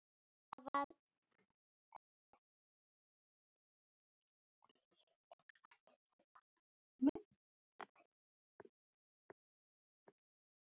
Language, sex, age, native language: Icelandic, female, 6, Icelandic